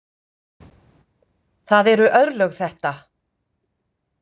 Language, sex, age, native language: Icelandic, female, 50-59, Icelandic